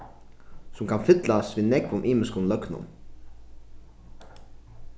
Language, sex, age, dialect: Faroese, male, 15-35, Norðuroyggjar